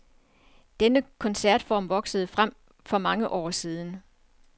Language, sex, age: Danish, female, 47